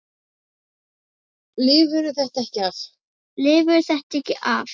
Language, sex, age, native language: Icelandic, female, 8, Icelandic